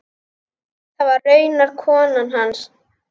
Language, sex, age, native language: Icelandic, female, 10, Icelandic